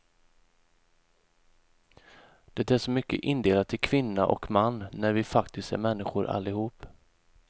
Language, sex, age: Swedish, male, 31